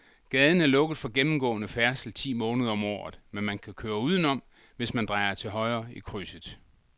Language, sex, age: Danish, male, 62